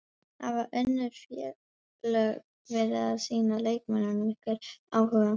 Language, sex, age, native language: Icelandic, female, 11, Icelandic